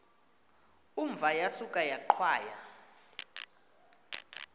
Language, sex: Xhosa, female